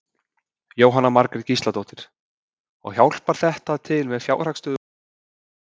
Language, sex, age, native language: Icelandic, male, 20-29, Icelandic